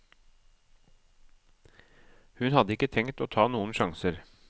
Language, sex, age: Norwegian, male, 37